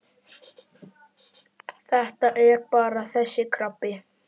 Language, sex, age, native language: Icelandic, male, 10, Icelandic